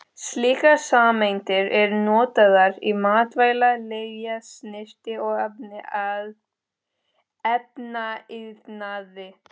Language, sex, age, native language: Icelandic, female, 13, Spanish